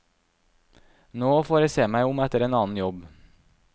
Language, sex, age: Norwegian, male, 26